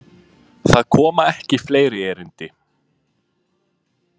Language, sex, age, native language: Icelandic, male, 20-29, Icelandic